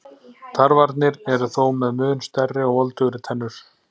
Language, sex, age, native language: Icelandic, male, 40-49, Icelandic